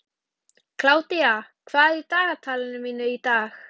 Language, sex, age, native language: Icelandic, female, 12, Icelandic